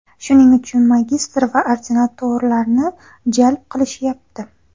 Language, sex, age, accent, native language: Uzbek, female, under 19, Xorazm, Uzbek